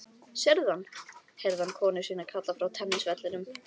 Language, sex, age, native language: Icelandic, female, 13, Icelandic